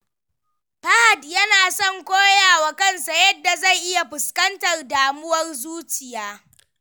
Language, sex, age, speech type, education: Hausa, female, 15-29, read, primary